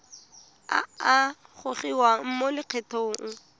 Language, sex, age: Tswana, female, 19